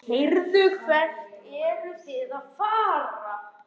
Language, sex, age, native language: Icelandic, male, 11, Icelandic